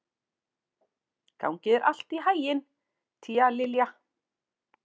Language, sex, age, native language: Icelandic, female, 40-49, Icelandic